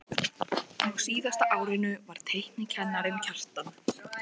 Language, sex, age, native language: Icelandic, female, 13, Icelandic